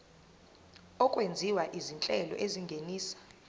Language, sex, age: Zulu, female, 22